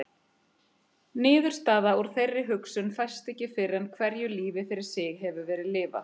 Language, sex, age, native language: Icelandic, female, 30-39, Icelandic